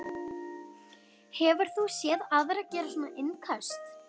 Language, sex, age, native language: Icelandic, female, 12, Icelandic